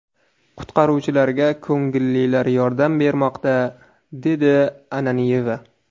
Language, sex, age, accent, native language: Uzbek, male, 18-24, Surxondaryo, Uzbek